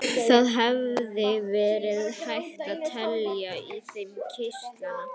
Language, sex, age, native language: Icelandic, female, 12, Icelandic